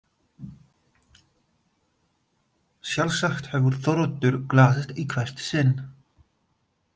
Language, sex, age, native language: Icelandic, male, 20-29, Polish